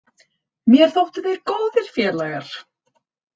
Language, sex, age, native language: Icelandic, female, 30-39, Icelandic